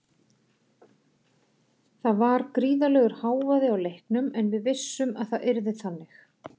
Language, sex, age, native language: Icelandic, female, 40-49, Icelandic